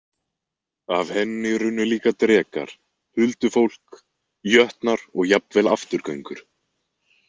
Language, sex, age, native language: Icelandic, male, 20-29, Icelandic